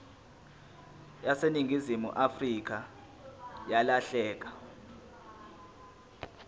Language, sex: Zulu, male